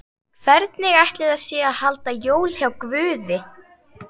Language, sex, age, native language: Icelandic, female, 11, Icelandic